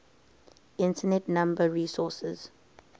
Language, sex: English, female